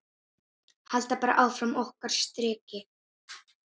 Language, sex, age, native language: Icelandic, female, 9, Icelandic